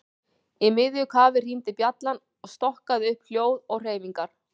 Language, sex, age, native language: Icelandic, female, 40-49, Icelandic